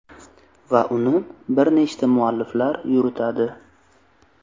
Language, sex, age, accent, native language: Uzbek, male, 25-34, Samarqand, Uzbek